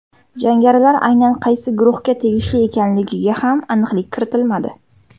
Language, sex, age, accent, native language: Uzbek, female, 18-24, Surxondaryo, Uzbek